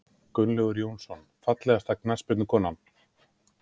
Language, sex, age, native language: Icelandic, male, 30-39, Icelandic